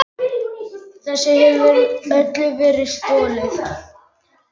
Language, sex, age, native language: Icelandic, male, 10, Icelandic